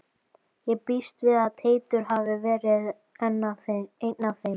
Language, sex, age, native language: Icelandic, female, 12, Icelandic